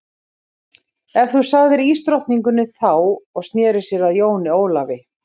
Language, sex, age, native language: Icelandic, female, 30-39, Icelandic